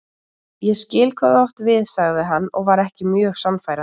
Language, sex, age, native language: Icelandic, female, 20-29, Icelandic